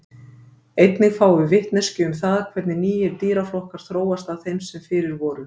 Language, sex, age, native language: Icelandic, female, 50-59, Icelandic